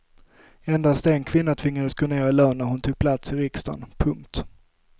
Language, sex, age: Swedish, male, 25